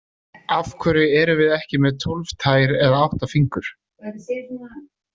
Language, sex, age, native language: Icelandic, male, 30-39, Icelandic